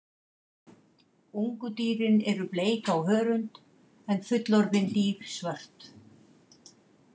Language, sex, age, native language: Icelandic, female, 50-59, Icelandic